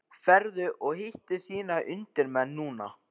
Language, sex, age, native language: Icelandic, male, 13, Icelandic